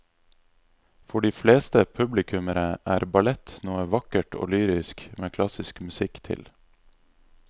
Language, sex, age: Norwegian, male, 26